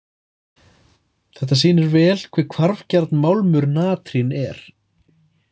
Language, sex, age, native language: Icelandic, male, 30-39, Icelandic